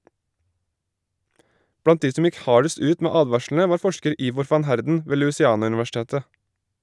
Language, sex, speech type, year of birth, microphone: Norwegian, male, read, 1987, Shure